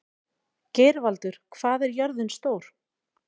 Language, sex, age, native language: Icelandic, female, 40-49, Icelandic